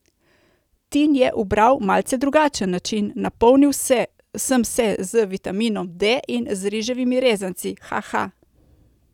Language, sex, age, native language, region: Slovenian, female, 30-49, Slovenian, Coastal Karst region